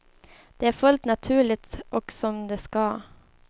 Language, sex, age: Swedish, female, 24